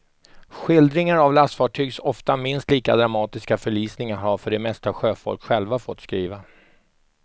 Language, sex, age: Swedish, male, 44